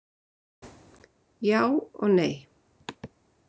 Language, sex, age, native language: Icelandic, female, 30-39, Icelandic